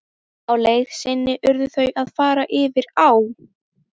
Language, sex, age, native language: Icelandic, female, 12, Icelandic